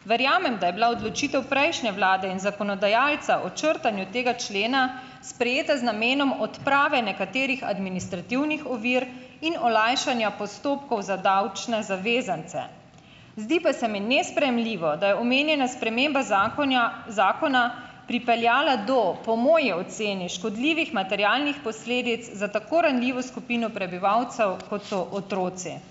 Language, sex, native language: Slovenian, female, Slovenian